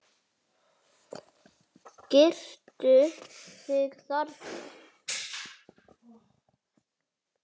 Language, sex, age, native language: Icelandic, male, 7, Icelandic